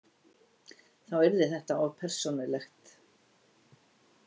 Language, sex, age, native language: Icelandic, female, 60-69, Icelandic